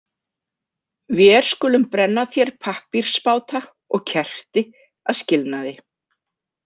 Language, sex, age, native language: Icelandic, female, 50-59, Icelandic